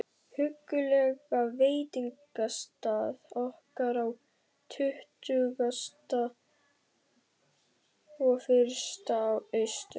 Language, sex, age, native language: Icelandic, male, 12, Icelandic